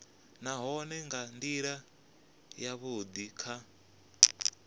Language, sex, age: Venda, male, 25